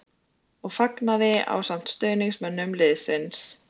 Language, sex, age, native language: Icelandic, female, 20-29, Icelandic